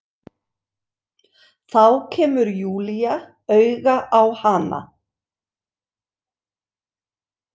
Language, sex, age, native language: Icelandic, female, 60-69, Icelandic